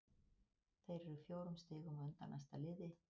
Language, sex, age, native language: Icelandic, female, 50-59, Icelandic